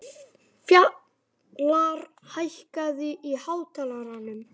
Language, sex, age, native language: Icelandic, male, 11, Icelandic